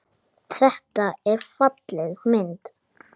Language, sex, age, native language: Icelandic, male, 8, Icelandic